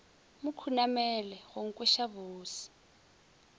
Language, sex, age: Northern Sotho, female, 20